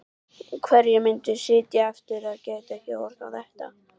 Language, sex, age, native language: Icelandic, female, 12, Icelandic